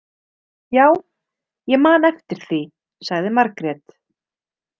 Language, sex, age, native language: Icelandic, female, 30-39, Icelandic